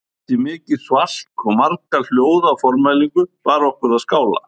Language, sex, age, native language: Icelandic, male, 50-59, Icelandic